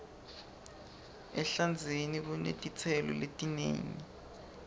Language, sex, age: Swati, male, 20